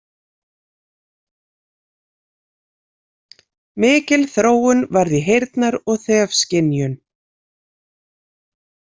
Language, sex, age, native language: Icelandic, female, 40-49, Icelandic